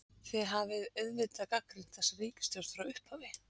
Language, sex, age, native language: Icelandic, female, 40-49, Icelandic